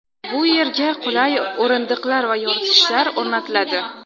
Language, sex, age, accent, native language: Uzbek, female, under 19, Xorazm, Uzbek